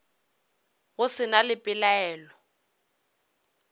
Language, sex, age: Northern Sotho, female, 26